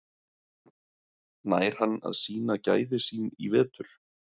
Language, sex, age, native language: Icelandic, male, 30-39, Icelandic